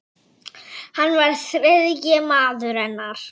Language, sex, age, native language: Icelandic, female, 9, Icelandic